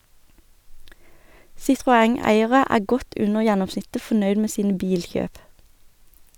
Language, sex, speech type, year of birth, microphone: Norwegian, female, read, 1991, Sennheiser